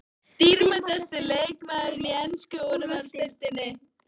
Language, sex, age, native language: Icelandic, female, 13, Icelandic